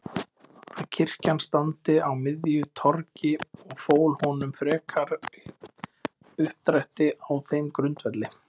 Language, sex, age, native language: Icelandic, male, 20-29, Icelandic